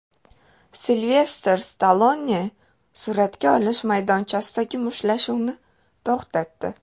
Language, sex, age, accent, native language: Uzbek, female, 18-24, Toshkent shahri, Uzbek